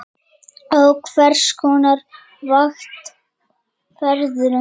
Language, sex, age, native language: Icelandic, female, 8, Icelandic